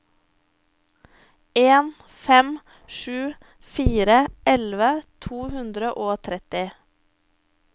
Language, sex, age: Norwegian, female, 23